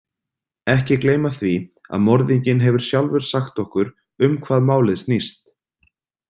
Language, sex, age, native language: Icelandic, male, 30-39, Icelandic